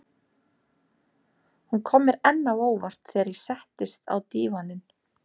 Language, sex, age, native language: Icelandic, female, 30-39, Icelandic